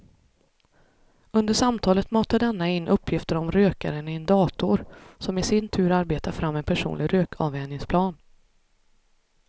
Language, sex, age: Swedish, female, 33